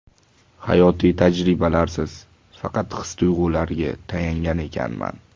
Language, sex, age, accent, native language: Uzbek, male, 18-24, Toshkent shahri, Uzbek